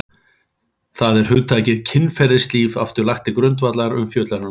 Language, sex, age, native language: Icelandic, male, 40-49, Icelandic